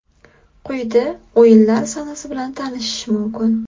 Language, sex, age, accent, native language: Uzbek, female, 25-34, Qashqadaryo, Uzbek